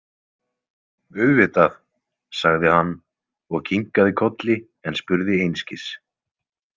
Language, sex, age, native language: Icelandic, male, 20-29, Icelandic